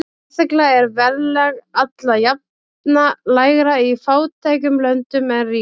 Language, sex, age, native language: Icelandic, female, 30-39, Icelandic